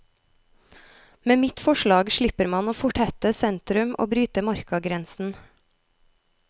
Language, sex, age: Norwegian, female, 33